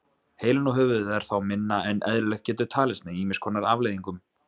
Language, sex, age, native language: Icelandic, male, 20-29, Icelandic